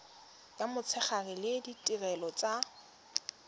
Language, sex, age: Tswana, female, 21